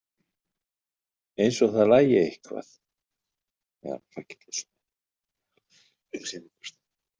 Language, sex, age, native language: Icelandic, male, 20-29, Icelandic